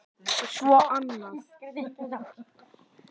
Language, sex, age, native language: Icelandic, male, 10, Icelandic